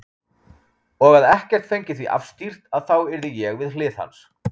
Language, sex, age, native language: Icelandic, male, 30-39, Icelandic